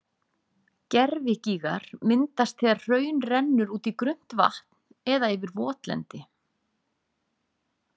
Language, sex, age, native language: Icelandic, female, 30-39, Icelandic